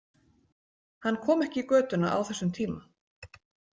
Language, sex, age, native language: Icelandic, female, 40-49, Icelandic